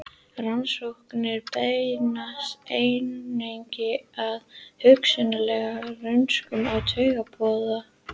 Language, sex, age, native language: Icelandic, female, 18-19, Icelandic